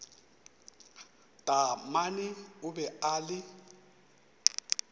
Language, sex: Northern Sotho, male